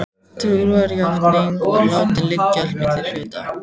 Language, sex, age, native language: Icelandic, female, 14, Icelandic